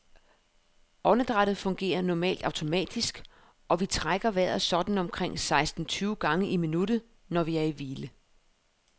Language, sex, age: Danish, female, 31